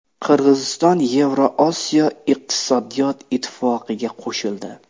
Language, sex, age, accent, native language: Uzbek, male, 25-34, Namangan, Uzbek